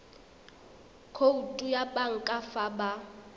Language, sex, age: Tswana, female, 21